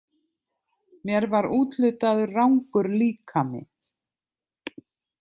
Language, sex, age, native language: Icelandic, other, 50-59, Icelandic